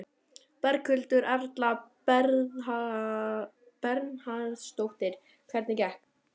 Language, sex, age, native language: Icelandic, male, 12, Icelandic